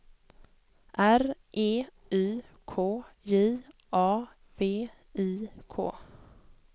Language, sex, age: Swedish, female, 23